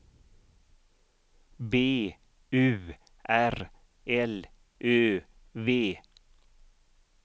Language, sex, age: Swedish, male, 55